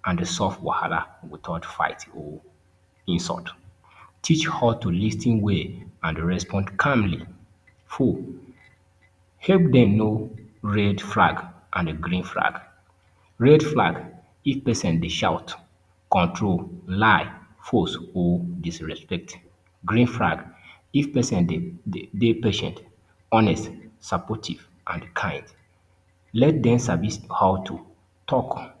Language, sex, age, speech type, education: Nigerian Pidgin, male, 30-45, spontaneous, tertiary